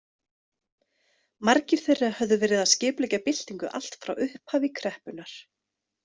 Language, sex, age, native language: Icelandic, female, 30-39, Icelandic